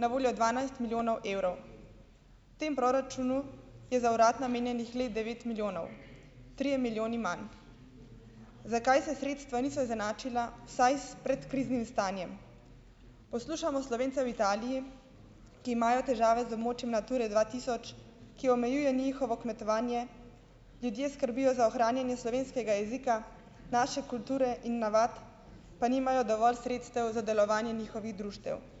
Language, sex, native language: Slovenian, female, Slovenian